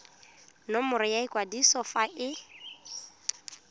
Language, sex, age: Tswana, female, 19